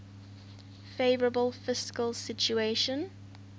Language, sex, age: English, female, 19